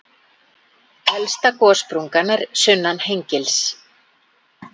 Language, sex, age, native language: Icelandic, female, 40-49, Icelandic